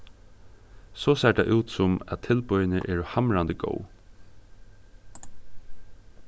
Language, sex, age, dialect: Faroese, male, 15-35, Suðurstreymoy